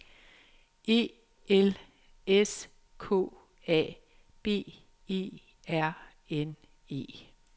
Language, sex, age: Danish, female, 56